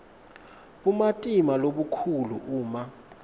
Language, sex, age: Swati, male, 19